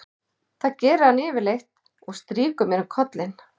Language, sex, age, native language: Icelandic, male, 11, Icelandic